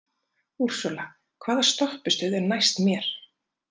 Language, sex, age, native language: Icelandic, female, 30-39, Icelandic